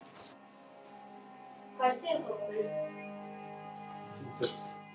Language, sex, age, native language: Icelandic, female, 30-39, Icelandic